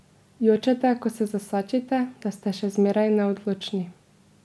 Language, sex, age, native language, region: Slovenian, female, 18-29, Slovenian, Drava region